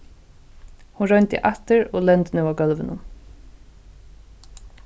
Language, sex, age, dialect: Faroese, female, 15-35, Suðurstreymoy